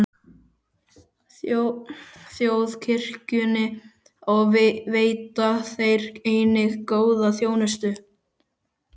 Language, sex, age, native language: Icelandic, male, 12, Icelandic